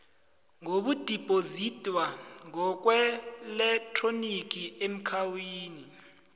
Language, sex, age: South Ndebele, male, 20